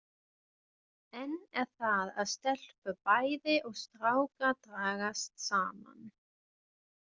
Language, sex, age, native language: Icelandic, female, 20-29, German